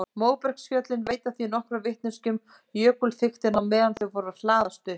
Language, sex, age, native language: Icelandic, female, 30-39, Icelandic